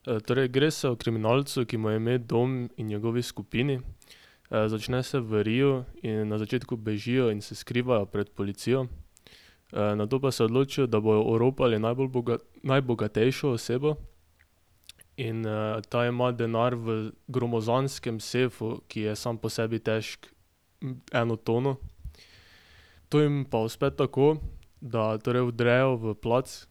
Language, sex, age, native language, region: Slovenian, male, 18-29, Slovenian, Drava region